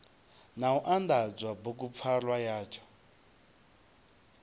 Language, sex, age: Venda, male, 23